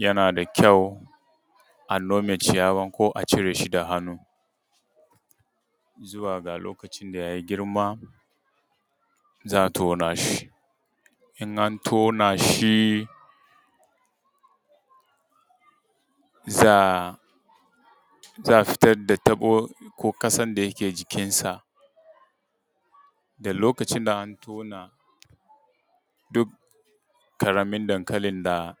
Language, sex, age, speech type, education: Hausa, male, 30-45, spontaneous, tertiary